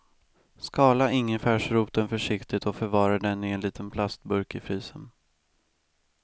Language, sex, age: Swedish, male, 18